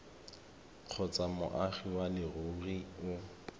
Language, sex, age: Tswana, male, 31